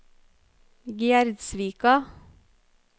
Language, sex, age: Norwegian, female, 30